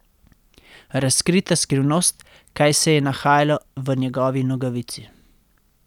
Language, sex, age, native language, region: Slovenian, male, 30-49, Slovenian, Central Slovenia